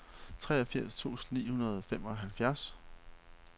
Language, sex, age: Danish, male, 31